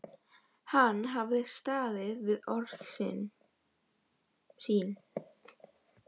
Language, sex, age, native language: Icelandic, female, 11, Polish